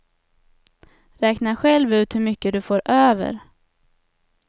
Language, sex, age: Swedish, female, 27